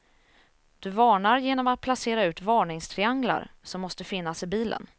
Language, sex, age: Swedish, female, 27